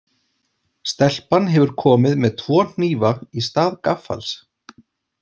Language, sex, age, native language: Icelandic, male, 40-49, Icelandic